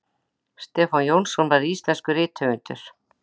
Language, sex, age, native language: Icelandic, female, 60-69, Icelandic